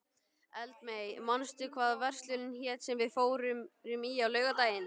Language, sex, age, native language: Icelandic, male, 11, Icelandic